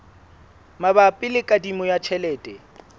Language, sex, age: Southern Sotho, male, 21